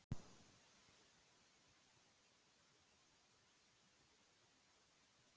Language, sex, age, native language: Icelandic, female, 18-19, Icelandic